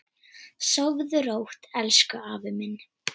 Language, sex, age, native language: Icelandic, female, 10, Icelandic